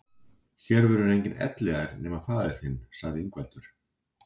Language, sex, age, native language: Icelandic, male, 40-49, Icelandic